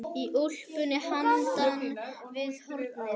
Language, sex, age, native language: Icelandic, male, 8, Icelandic